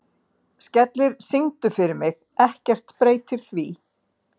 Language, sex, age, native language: Icelandic, female, 50-59, Icelandic